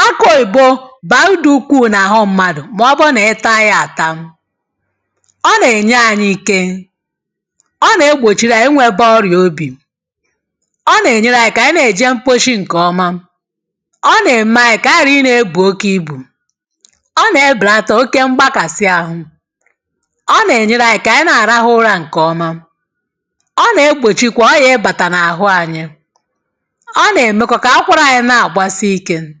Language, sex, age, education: Igbo, female, 30-45, tertiary